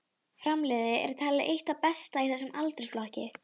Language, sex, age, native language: Icelandic, female, 11, Icelandic